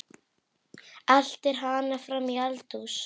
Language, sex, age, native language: Icelandic, female, 8, Icelandic